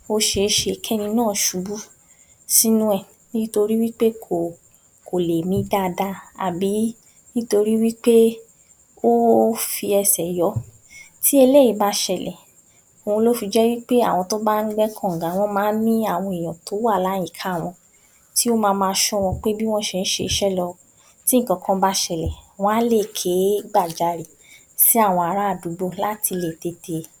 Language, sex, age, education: Yoruba, female, 46-60, tertiary